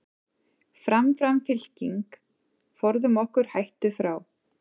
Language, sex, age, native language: Icelandic, female, 40-49, Icelandic